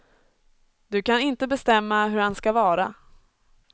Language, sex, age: Swedish, female, 24